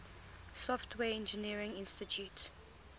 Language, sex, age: English, female, 20